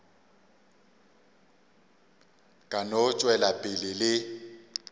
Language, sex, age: Northern Sotho, male, 35